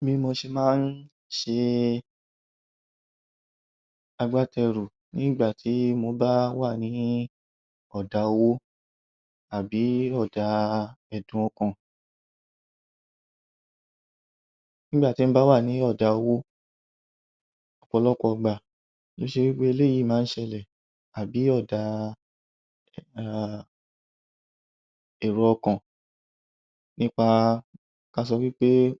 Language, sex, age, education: Yoruba, male, 30-45, tertiary